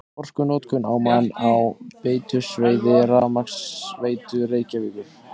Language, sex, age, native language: Icelandic, male, 20-29, Icelandic